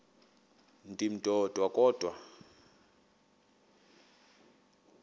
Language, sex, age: Xhosa, male, 22